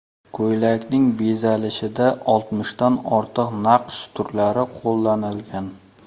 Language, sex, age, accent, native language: Uzbek, male, 35+, Surxondaryo, Uzbek